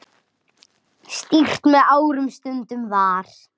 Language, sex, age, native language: Icelandic, female, 8, Icelandic